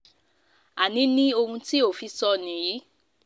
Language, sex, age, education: Yoruba, female, 15-29, tertiary